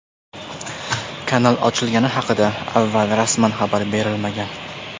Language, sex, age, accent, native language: Uzbek, male, 18-24, Namangan, Uzbek